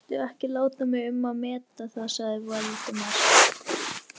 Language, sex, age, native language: Icelandic, female, 12, Icelandic